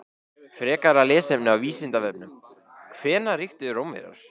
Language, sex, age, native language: Icelandic, male, 16, Icelandic